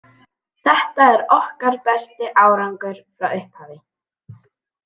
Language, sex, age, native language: Icelandic, female, 18-19, Icelandic